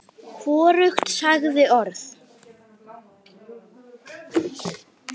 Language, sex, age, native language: Icelandic, male, 9, Icelandic